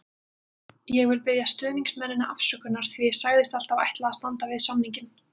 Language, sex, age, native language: Icelandic, female, 20-29, Icelandic